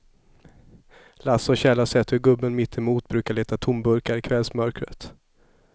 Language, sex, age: Swedish, male, 27